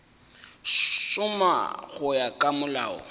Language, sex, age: Northern Sotho, male, 18